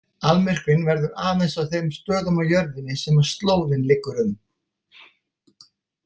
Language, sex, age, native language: Icelandic, male, 50-59, Icelandic